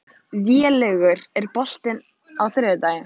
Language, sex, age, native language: Icelandic, female, 14, Icelandic